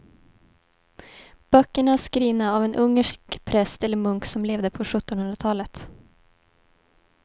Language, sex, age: Swedish, female, 18